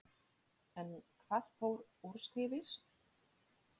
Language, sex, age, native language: Icelandic, female, 30-39, Polish